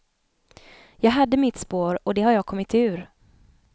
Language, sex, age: Swedish, female, 29